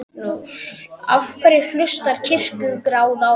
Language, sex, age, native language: Icelandic, male, 12, Icelandic